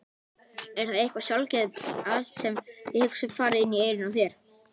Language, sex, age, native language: Icelandic, male, 18-19, Icelandic